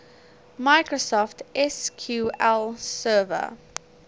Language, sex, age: English, female, 19